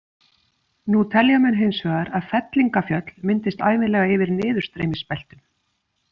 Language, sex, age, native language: Icelandic, female, 50-59, Icelandic